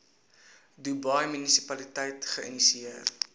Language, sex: Afrikaans, male